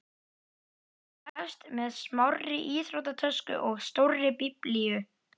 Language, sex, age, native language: Icelandic, male, 11, Icelandic